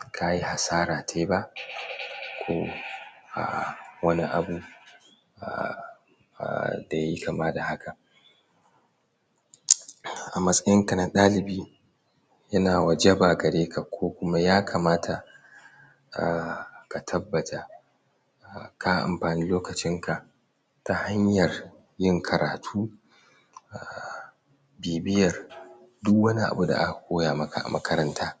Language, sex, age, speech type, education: Hausa, male, 46-60, spontaneous, tertiary